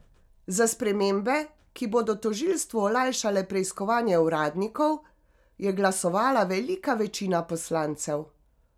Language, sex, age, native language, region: Slovenian, female, 50-59, Slovenian, Carinthia region